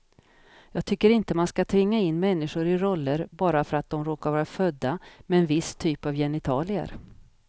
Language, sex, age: Swedish, female, 50